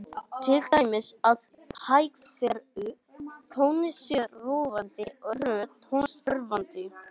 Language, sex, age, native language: Icelandic, male, 20-29, Icelandic